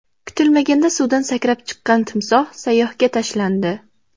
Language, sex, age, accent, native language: Uzbek, female, 18-24, Andijon, Uzbek